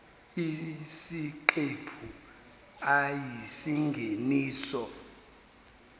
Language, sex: Zulu, male